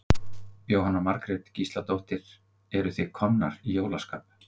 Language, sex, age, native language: Icelandic, male, 50-59, Icelandic